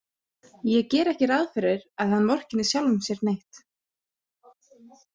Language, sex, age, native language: Icelandic, female, 30-39, Icelandic